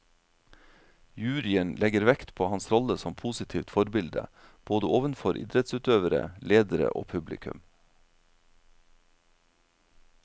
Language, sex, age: Norwegian, male, 47